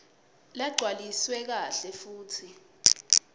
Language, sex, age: Swati, female, 22